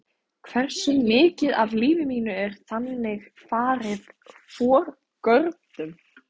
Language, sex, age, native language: Icelandic, female, 15, Icelandic